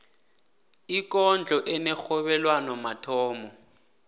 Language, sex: South Ndebele, male